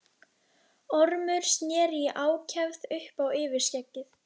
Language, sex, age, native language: Icelandic, female, 11, Icelandic